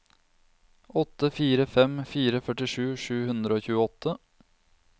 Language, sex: Norwegian, male